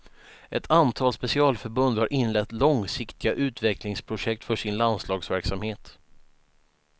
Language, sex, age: Swedish, male, 19